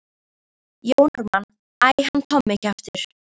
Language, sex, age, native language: Icelandic, female, 13, Icelandic